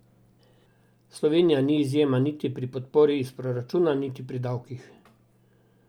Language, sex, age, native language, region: Slovenian, male, 60+, Slovenian, Drava region